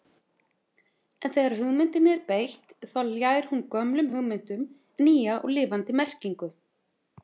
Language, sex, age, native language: Icelandic, female, 30-39, Icelandic